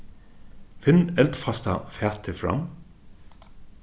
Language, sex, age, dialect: Faroese, male, 36-60, Suðurstreymoy